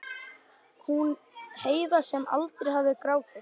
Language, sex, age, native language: Icelandic, male, 12, Icelandic